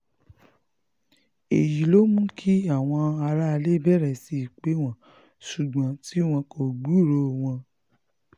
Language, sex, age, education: Yoruba, female, 15-29, tertiary